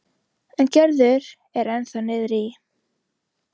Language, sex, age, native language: Icelandic, female, 15, Icelandic